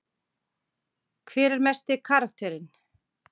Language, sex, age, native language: Icelandic, female, 40-49, Icelandic